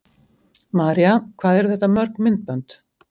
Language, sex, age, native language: Icelandic, male, 50-59, Icelandic